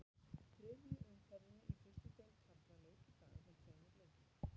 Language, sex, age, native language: Icelandic, female, 50-59, Icelandic